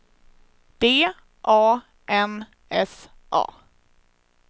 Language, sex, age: Swedish, female, 21